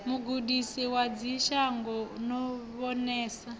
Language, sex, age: Venda, female, 28